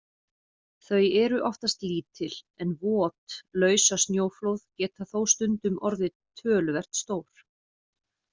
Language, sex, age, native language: Icelandic, female, 40-49, Icelandic